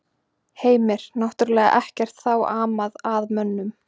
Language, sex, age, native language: Icelandic, female, 20-29, Icelandic